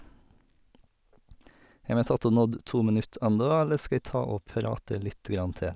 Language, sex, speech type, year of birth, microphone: Norwegian, male, spontaneous, 1989, Sennheiser